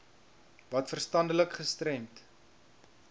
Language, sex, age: Afrikaans, male, 21